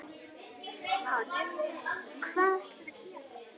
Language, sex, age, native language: Icelandic, female, 10, Icelandic